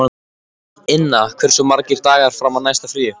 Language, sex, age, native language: Icelandic, male, 14, Icelandic